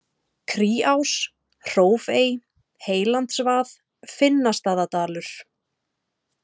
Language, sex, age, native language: Icelandic, female, 30-39, Icelandic